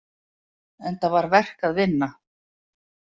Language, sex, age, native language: Icelandic, female, 50-59, Icelandic